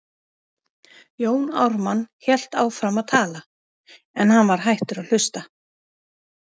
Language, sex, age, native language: Icelandic, female, 50-59, Icelandic